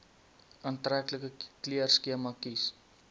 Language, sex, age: Afrikaans, male, 20